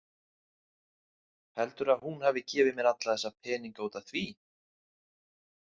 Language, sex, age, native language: Icelandic, male, 30-39, Icelandic